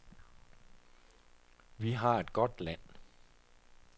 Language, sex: Danish, male